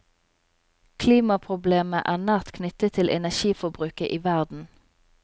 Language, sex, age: Norwegian, female, 27